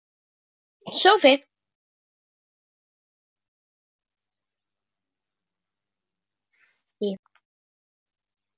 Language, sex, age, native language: Icelandic, female, 10, Icelandic